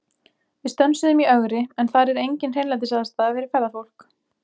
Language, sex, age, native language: Icelandic, female, 20-29, Icelandic